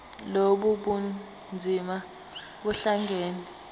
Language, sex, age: Zulu, female, 19